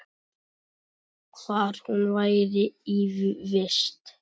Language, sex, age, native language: Icelandic, male, 10, Icelandic